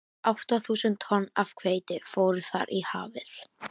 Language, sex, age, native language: Icelandic, female, 11, Icelandic